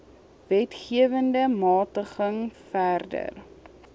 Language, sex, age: Afrikaans, female, 21